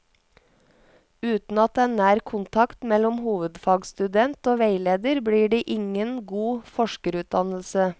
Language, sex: Norwegian, female